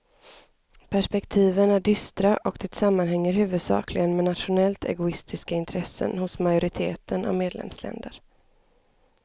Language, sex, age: Swedish, female, 25